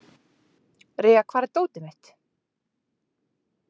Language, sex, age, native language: Icelandic, female, 20-29, Icelandic